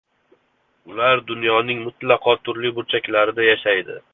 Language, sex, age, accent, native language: Uzbek, male, 18-24, Toshkent shahri, Uzbek